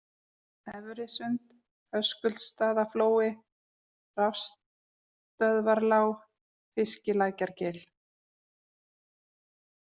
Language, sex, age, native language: Icelandic, female, 40-49, Icelandic